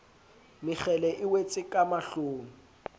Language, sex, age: Southern Sotho, male, 20